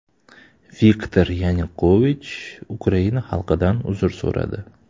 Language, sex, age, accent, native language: Uzbek, male, 25-34, Toshkent shahri, Uzbek